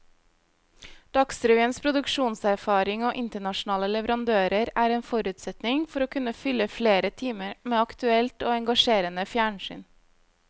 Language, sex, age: Norwegian, female, 25